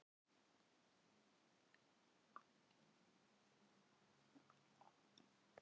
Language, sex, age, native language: Icelandic, female, 40-49, Filipino